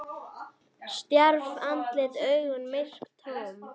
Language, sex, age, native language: Icelandic, female, 9, Icelandic